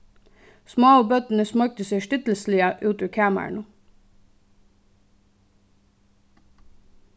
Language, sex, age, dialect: Faroese, female, 15-35, Suðuroy